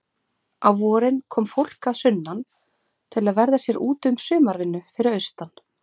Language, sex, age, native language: Icelandic, female, 40-49, Icelandic